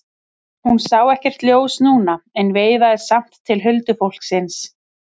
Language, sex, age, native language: Icelandic, female, 30-39, Icelandic